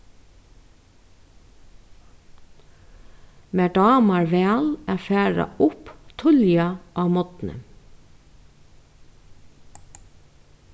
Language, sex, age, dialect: Faroese, female, 36-60, Suðurstreymoy